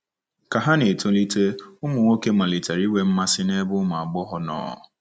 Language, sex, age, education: Igbo, male, 15-29, secondary